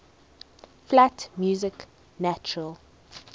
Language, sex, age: English, female, 19